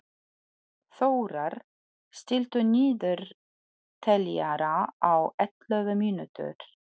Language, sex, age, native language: Icelandic, female, 40-49, Polish